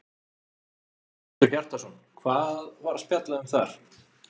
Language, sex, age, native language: Icelandic, male, 40-49, Icelandic